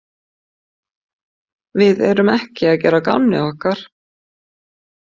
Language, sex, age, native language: Icelandic, female, 50-59, Icelandic